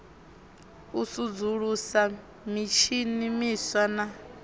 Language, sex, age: Venda, female, 21